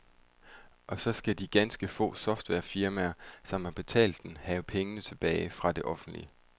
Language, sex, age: Danish, male, 31